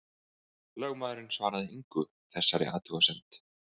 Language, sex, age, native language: Icelandic, male, 20-29, Icelandic